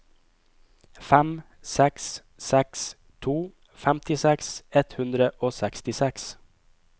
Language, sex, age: Norwegian, male, 25